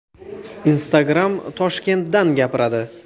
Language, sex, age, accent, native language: Uzbek, male, 19-29, Toshkent viloyati, Uzbek